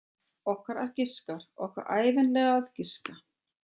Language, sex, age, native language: Icelandic, female, 30-39, German